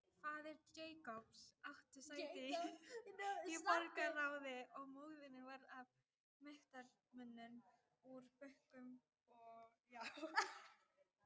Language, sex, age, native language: Icelandic, female, 18-19, Icelandic